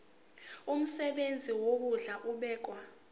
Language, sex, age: Zulu, female, 18